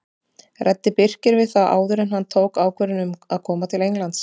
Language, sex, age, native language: Icelandic, female, 30-39, Icelandic